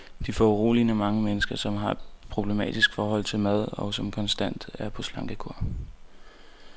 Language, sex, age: Danish, male, 19